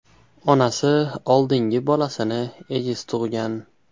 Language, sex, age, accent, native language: Uzbek, male, 12-17, Andijon, Uzbek